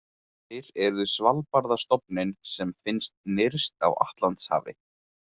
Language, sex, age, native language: Icelandic, male, 20-29, Icelandic